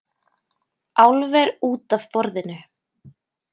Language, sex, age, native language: Icelandic, female, 20-29, Icelandic